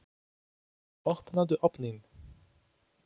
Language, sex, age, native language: Icelandic, male, 20-29, Polish